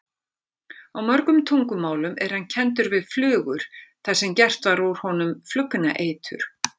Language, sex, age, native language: Icelandic, female, 50-59, Icelandic